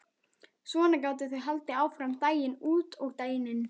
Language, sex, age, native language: Icelandic, female, 12, Icelandic